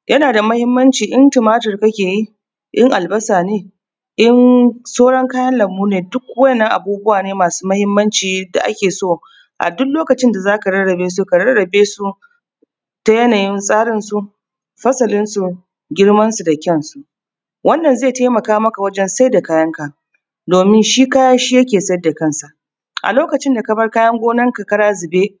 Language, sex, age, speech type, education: Hausa, female, 30-45, spontaneous, tertiary